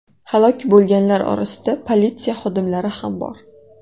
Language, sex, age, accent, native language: Uzbek, female, 18-24, Toshkent shahri, Uzbek